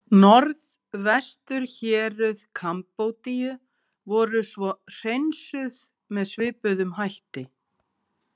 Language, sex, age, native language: Icelandic, female, 40-49, Icelandic